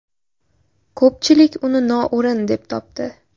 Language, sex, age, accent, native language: Uzbek, female, under 19, Qashqadaryo, Uzbek